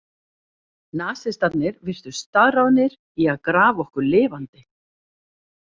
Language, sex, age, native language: Icelandic, female, 40-49, Icelandic